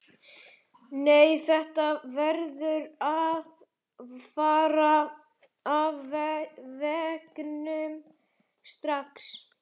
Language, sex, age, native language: Icelandic, male, 11, Icelandic